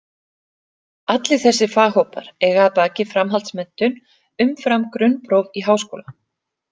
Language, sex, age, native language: Icelandic, female, 40-49, Icelandic